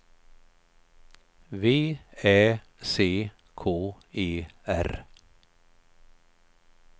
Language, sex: Swedish, male